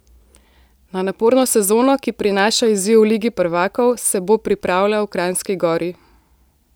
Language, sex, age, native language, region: Slovenian, female, 18-29, Slovenian, Central Slovenia